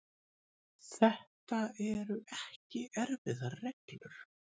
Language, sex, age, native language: Icelandic, male, 6, Icelandic